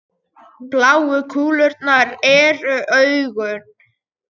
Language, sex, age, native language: Icelandic, male, 18-19, Icelandic